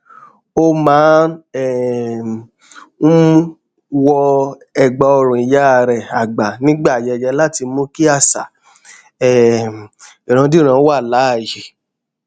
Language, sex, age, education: Yoruba, male, 30-45, tertiary